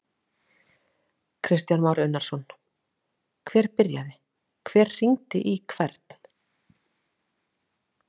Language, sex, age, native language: Icelandic, female, 40-49, Icelandic